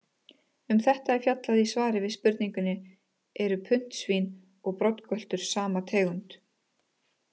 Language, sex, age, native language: Icelandic, female, 30-39, Icelandic